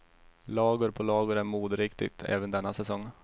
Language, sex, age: Swedish, male, 21